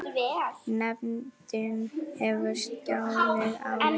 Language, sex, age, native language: Icelandic, female, 9, Icelandic